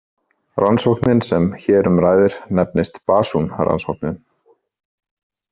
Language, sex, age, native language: Icelandic, male, 30-39, Icelandic